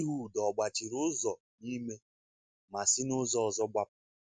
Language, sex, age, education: Igbo, male, 15-29, tertiary